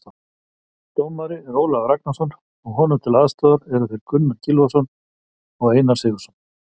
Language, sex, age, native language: Icelandic, male, 50-59, Icelandic